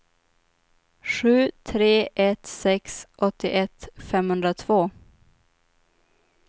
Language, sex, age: Swedish, female, 25